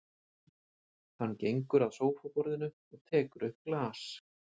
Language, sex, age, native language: Icelandic, male, 40-49, Icelandic